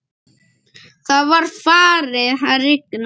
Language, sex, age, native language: Icelandic, male, 9, Icelandic